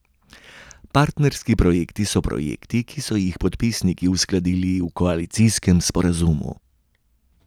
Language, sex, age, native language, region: Slovenian, male, 30-49, Slovenian, Gorenjska region